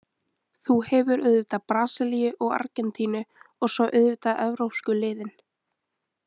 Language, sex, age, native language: Icelandic, female, 20-29, Icelandic